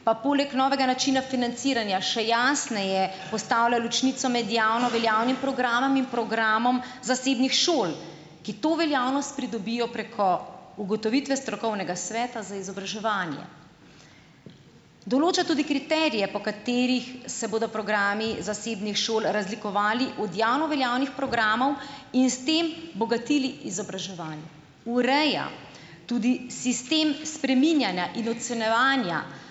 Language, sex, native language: Slovenian, female, Slovenian